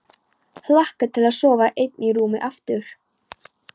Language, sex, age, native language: Icelandic, female, 13, Polish